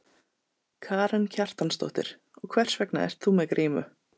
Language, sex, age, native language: Icelandic, female, 30-39, Icelandic